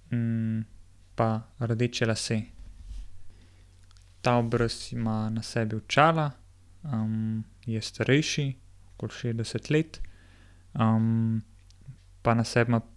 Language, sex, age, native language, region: Slovenian, male, 18-29, Slovenian, Gorenjska region